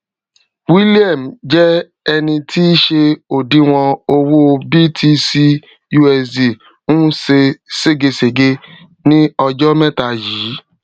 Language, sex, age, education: Yoruba, male, 30-45, tertiary